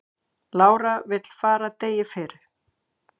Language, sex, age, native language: Icelandic, female, 40-49, Icelandic